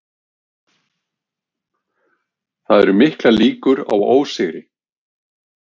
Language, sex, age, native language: Icelandic, male, 50-59, Icelandic